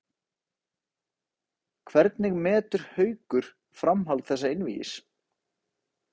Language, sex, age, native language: Icelandic, male, 30-39, Icelandic